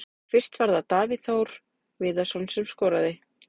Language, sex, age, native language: Icelandic, female, 30-39, Icelandic